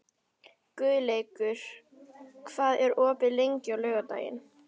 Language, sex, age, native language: Icelandic, female, 11, Icelandic